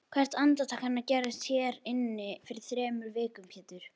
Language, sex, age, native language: Icelandic, female, 11, Icelandic